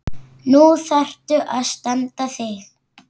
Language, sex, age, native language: Icelandic, female, 8, Icelandic